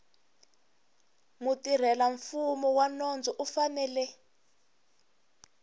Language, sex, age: Tsonga, female, 21